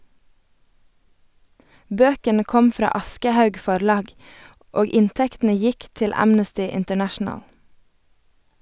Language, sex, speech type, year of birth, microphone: Norwegian, female, read, 1989, Sennheiser